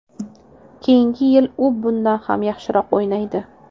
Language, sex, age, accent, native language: Uzbek, female, 18-24, Toshkent shahri, Uzbek